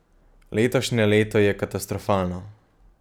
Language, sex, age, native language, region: Slovenian, male, 18-29, Slovenian, Gorenjska region